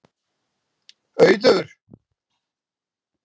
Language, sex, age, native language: Icelandic, male, 60-69, Icelandic